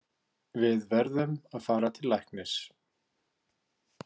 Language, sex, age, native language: Icelandic, male, 50-59, Icelandic